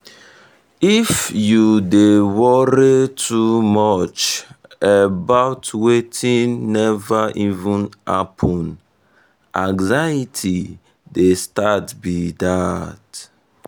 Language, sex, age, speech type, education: Nigerian Pidgin, male, 15-29, spontaneous, tertiary